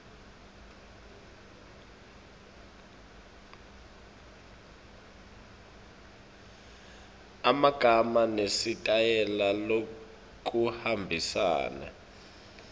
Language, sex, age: Swati, male, 24